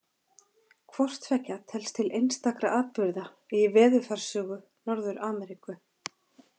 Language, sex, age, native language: Icelandic, female, 40-49, Icelandic